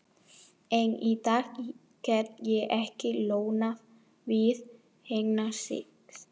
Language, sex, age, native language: Icelandic, female, 40-49, Spanish